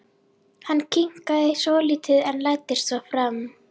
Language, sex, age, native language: Icelandic, female, 11, Icelandic